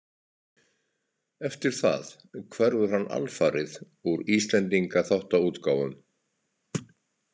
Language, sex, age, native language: Icelandic, male, 60-69, Icelandic